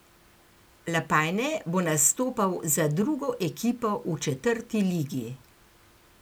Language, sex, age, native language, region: Slovenian, female, 60+, Slovenian, Gorenjska region